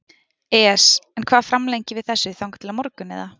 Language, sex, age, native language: Icelandic, female, 20-29, Icelandic